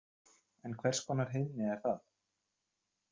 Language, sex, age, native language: Icelandic, male, 30-39, Icelandic